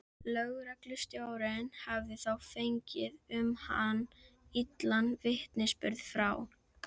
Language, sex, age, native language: Icelandic, female, 11, Icelandic